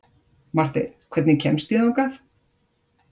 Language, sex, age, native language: Icelandic, female, 50-59, Icelandic